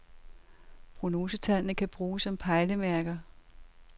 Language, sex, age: Danish, female, 67